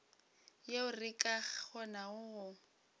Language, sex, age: Northern Sotho, female, 22